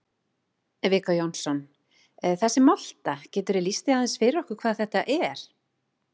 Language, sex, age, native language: Icelandic, female, 40-49, Icelandic